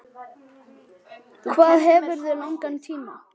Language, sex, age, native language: Icelandic, male, 10, Icelandic